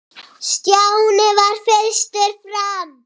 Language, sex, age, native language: Icelandic, female, 7, Icelandic